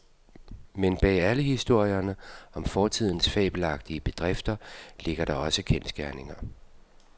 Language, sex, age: Danish, male, 52